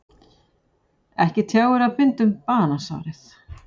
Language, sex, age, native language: Icelandic, female, 40-49, Icelandic